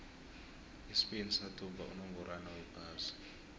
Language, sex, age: South Ndebele, male, 20